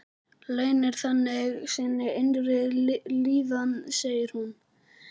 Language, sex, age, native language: Icelandic, male, 11, Icelandic